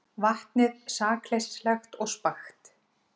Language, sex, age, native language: Icelandic, female, 40-49, Icelandic